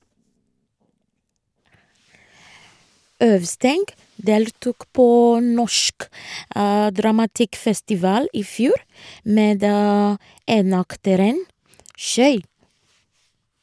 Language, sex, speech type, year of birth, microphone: Norwegian, female, read, 1986, Shure